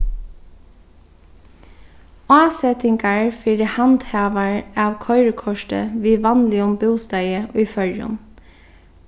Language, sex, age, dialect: Faroese, female, 15-35, Sandoy